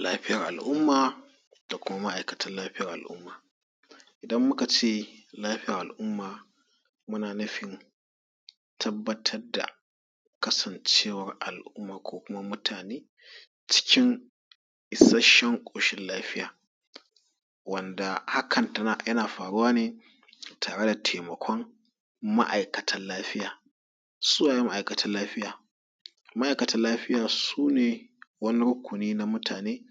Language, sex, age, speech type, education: Hausa, male, 30-45, spontaneous, tertiary